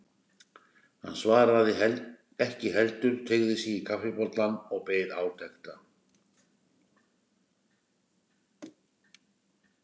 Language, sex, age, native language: Icelandic, male, 60-69, Icelandic